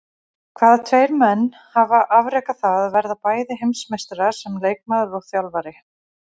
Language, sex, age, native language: Icelandic, female, 40-49, Icelandic